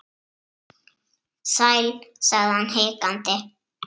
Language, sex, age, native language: Icelandic, female, 7, Icelandic